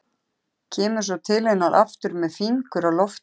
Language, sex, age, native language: Icelandic, male, 13, Icelandic